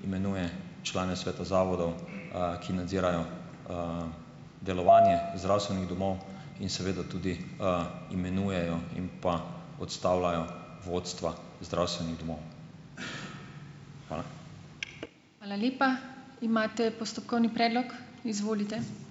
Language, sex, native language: Slovenian, male, Slovenian